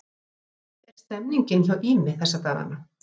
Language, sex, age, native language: Icelandic, female, 50-59, Icelandic